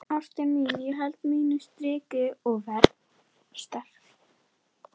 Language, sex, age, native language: Icelandic, female, 11, Icelandic